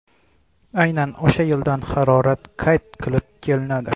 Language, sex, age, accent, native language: Uzbek, male, 18-24, Xorazm, Uzbek